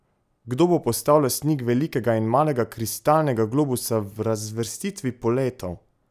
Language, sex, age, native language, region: Slovenian, male, 18-29, Slovenian, Pomurje region